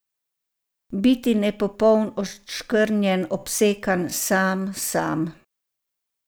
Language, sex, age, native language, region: Slovenian, female, 60+, Croatian, Savinja region